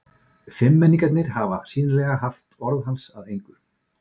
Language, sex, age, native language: Icelandic, male, 40-49, Icelandic